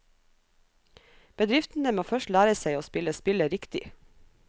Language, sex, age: Norwegian, female, 37